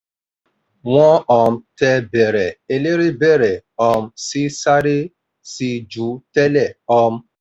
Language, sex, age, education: Yoruba, male, 46-60, tertiary